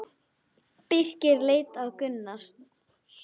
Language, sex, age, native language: Icelandic, female, 10, Icelandic